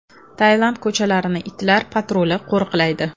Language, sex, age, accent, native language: Uzbek, female, 25-34, Toshkent shahri, Uzbek